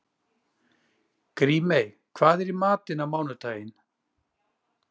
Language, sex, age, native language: Icelandic, male, 40-49, Icelandic